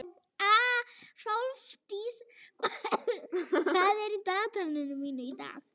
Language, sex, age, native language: Icelandic, female, 12, Icelandic